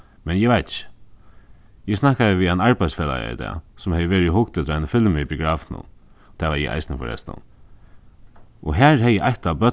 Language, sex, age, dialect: Faroese, male, 15-35, Suðuroy